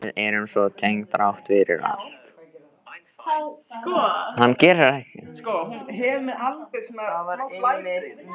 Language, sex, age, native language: Icelandic, male, 13, Icelandic